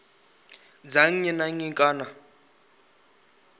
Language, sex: Venda, male